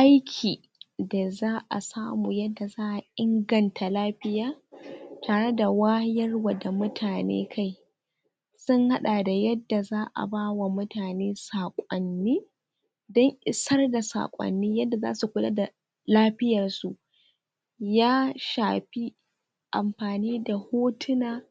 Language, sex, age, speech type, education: Hausa, female, 46-60, spontaneous, tertiary